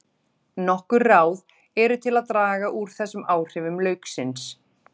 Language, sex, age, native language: Icelandic, female, 30-39, Icelandic